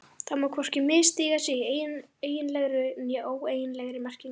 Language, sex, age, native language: Icelandic, female, 11, Icelandic